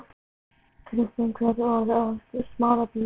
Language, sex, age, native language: Icelandic, female, 11, Icelandic